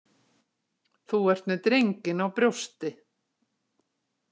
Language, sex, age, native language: Icelandic, female, 60-69, Icelandic